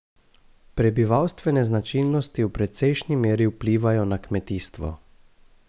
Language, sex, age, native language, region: Slovenian, male, 18-29, Slovenian, Gorica region